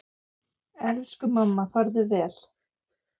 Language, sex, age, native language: Icelandic, female, 9, Icelandic